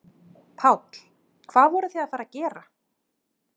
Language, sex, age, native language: Icelandic, female, 40-49, Icelandic